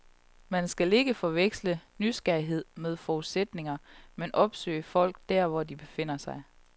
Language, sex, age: Danish, female, 31